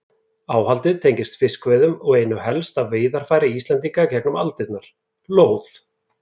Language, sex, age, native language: Icelandic, male, 30-39, Icelandic